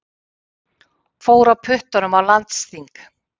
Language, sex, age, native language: Icelandic, female, 50-59, Icelandic